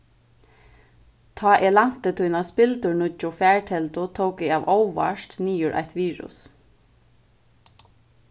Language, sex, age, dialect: Faroese, female, 15-35, Suðurstreymoy